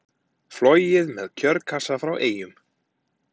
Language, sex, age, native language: Icelandic, male, 30-39, Icelandic